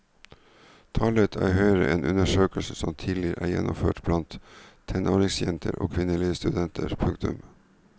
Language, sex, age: Norwegian, male, 49